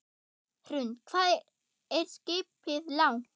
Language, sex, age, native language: Icelandic, female, 10, German